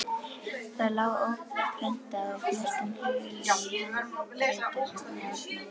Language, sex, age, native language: Icelandic, female, 11, Icelandic